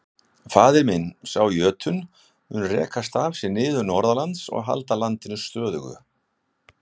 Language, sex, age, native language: Icelandic, male, 60-69, Icelandic